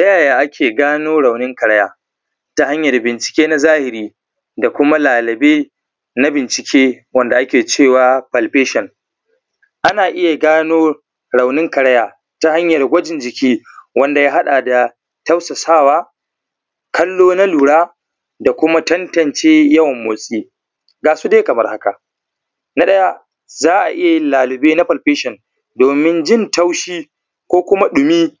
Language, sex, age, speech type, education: Hausa, male, 15-29, spontaneous, primary